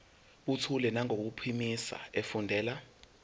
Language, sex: Zulu, male